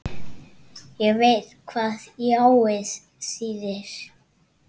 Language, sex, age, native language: Icelandic, female, 7, Icelandic